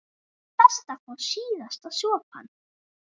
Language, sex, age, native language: Icelandic, male, 8, Icelandic